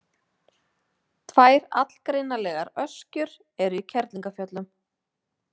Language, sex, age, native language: Icelandic, female, 30-39, Icelandic